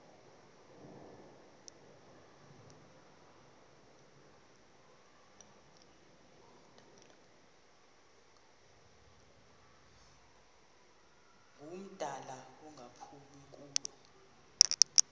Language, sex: Xhosa, female